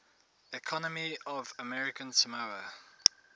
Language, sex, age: English, male, 19